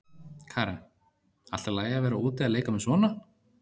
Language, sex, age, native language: Icelandic, male, 30-39, Icelandic